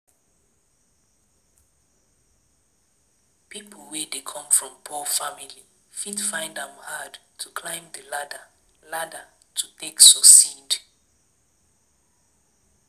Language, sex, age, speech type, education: Nigerian Pidgin, female, 15-29, spontaneous, tertiary